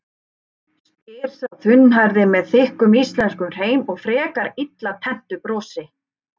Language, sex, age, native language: Icelandic, female, 30-39, Icelandic